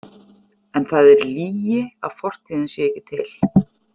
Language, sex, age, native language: Icelandic, female, 40-49, Icelandic